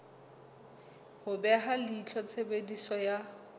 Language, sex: Southern Sotho, female